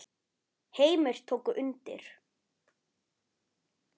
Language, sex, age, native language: Icelandic, male, 10, Icelandic